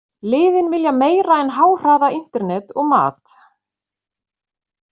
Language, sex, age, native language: Icelandic, female, 40-49, Icelandic